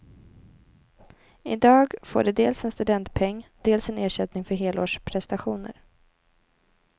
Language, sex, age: Swedish, female, 18